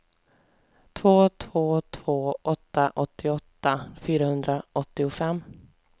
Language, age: Swedish, 20